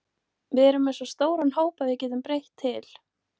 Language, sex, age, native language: Icelandic, female, 18-19, Icelandic